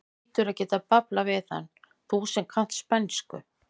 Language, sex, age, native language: Icelandic, female, 50-59, Icelandic